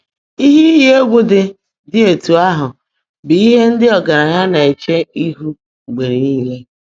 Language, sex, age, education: Igbo, female, 30-45, tertiary